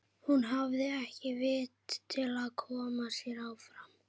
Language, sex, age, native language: Icelandic, female, 11, Icelandic